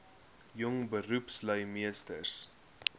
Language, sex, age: Afrikaans, male, 21